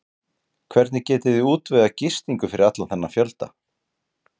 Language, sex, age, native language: Icelandic, male, 40-49, Icelandic